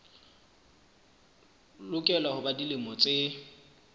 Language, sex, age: Southern Sotho, male, 24